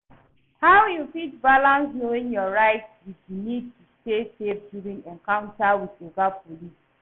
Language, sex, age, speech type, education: Nigerian Pidgin, female, 30-45, read, tertiary